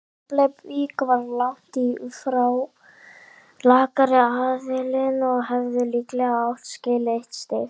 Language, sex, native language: Icelandic, male, Icelandic